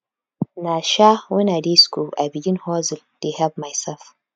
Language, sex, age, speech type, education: Nigerian Pidgin, female, 15-29, spontaneous, tertiary